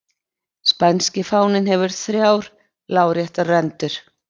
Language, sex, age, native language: Icelandic, female, 20-29, Icelandic